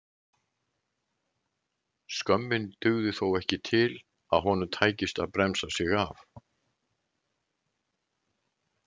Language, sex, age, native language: Icelandic, male, 70-79, Icelandic